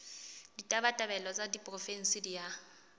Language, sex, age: Southern Sotho, female, 20